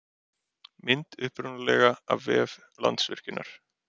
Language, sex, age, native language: Icelandic, male, 30-39, Icelandic